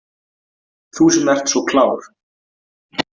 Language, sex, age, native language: Icelandic, male, 18-19, Icelandic